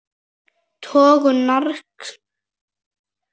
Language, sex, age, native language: Icelandic, male, 7, Icelandic